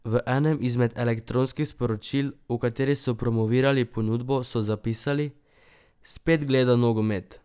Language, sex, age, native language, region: Slovenian, male, 12-17, Slovenian, Drava region